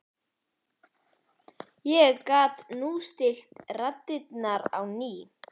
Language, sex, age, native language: Icelandic, male, 11, Icelandic